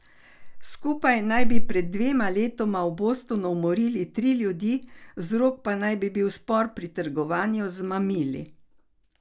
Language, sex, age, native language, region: Slovenian, female, 60+, Slovenian, Carinthia region